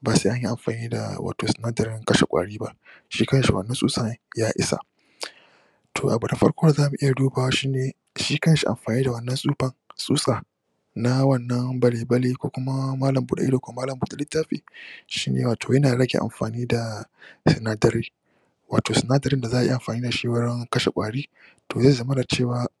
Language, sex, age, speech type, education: Hausa, male, 15-29, spontaneous, tertiary